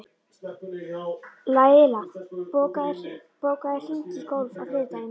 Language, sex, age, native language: Icelandic, female, 11, Icelandic